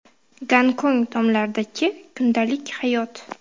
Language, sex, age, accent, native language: Uzbek, female, 19-29, Qashqadaryo, Uzbek